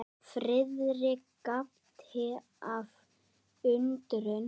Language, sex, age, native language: Icelandic, male, 10, Icelandic